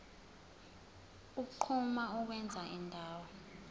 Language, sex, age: Zulu, female, 20